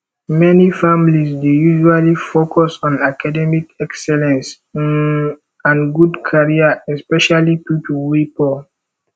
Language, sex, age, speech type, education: Nigerian Pidgin, male, 15-29, spontaneous, tertiary